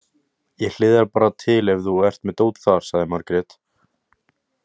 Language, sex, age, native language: Icelandic, male, 18-19, Icelandic